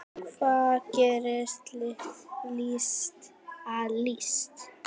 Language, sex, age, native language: Icelandic, female, 9, Icelandic